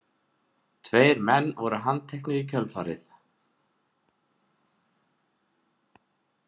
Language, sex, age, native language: Icelandic, male, 20-29, Icelandic